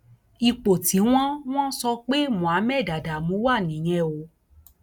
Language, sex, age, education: Yoruba, female, 46-60, tertiary